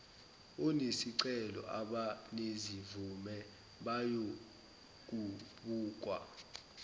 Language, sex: Zulu, male